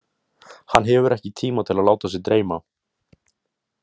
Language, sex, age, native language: Icelandic, male, 18-19, Icelandic